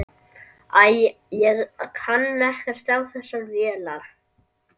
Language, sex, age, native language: Icelandic, male, 11, Icelandic